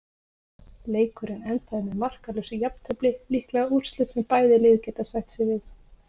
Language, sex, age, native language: Icelandic, female, 30-39, Icelandic